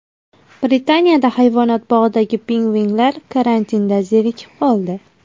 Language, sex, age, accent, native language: Uzbek, female, 19-29, Farg'ona, Uzbek